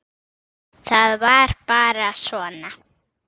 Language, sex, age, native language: Icelandic, female, 6, Icelandic